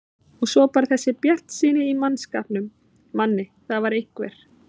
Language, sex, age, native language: Icelandic, female, 30-39, Icelandic